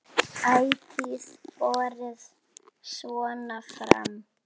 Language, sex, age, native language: Icelandic, female, 9, Icelandic